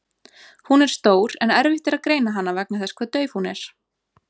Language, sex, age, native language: Icelandic, female, 20-29, Icelandic